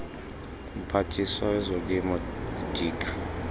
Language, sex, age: Xhosa, male, 38